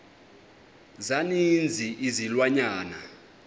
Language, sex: Xhosa, male